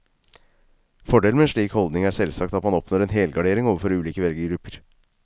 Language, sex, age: Norwegian, male, 36